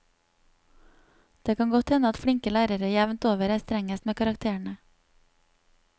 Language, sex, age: Norwegian, female, 27